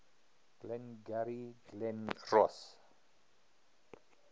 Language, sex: English, male